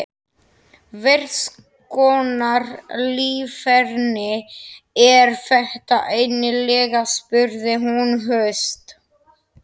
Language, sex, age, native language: Icelandic, male, 11, Slovak